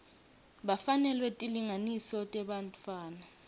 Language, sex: Swati, female